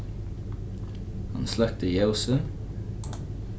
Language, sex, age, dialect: Faroese, male, 15-35, Norðuroyggjar